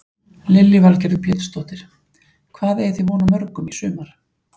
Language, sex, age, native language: Icelandic, female, 40-49, Icelandic